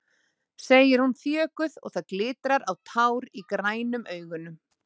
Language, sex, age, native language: Icelandic, female, 30-39, Icelandic